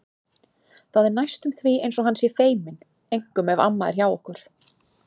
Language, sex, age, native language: Icelandic, female, 30-39, Icelandic